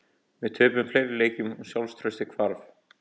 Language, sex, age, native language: Icelandic, male, 18-19, Icelandic